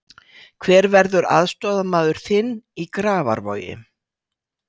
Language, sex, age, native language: Icelandic, female, 60-69, Icelandic